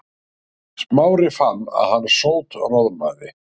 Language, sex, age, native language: Icelandic, male, 60-69, Icelandic